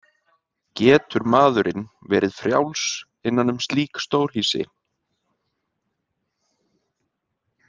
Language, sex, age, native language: Icelandic, male, 30-39, Icelandic